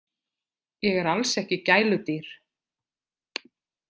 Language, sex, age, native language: Icelandic, other, 50-59, Icelandic